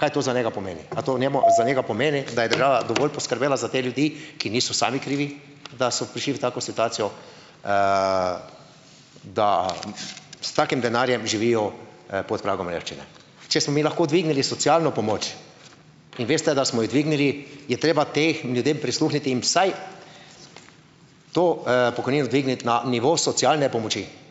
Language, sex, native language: Slovenian, male, Slovenian